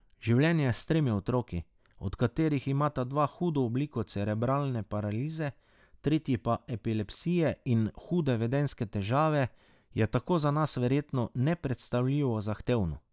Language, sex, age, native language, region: Slovenian, male, 30-49, Slovenian, Drava region